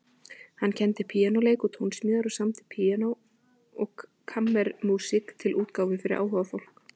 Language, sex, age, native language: Icelandic, female, 20-29, Icelandic